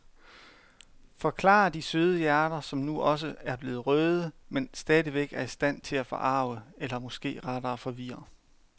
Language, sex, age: Danish, male, 31